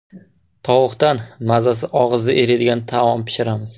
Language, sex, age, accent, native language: Uzbek, male, 18-24, Surxondaryo, Uzbek